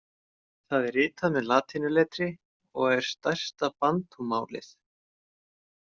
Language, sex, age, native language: Icelandic, male, 30-39, Icelandic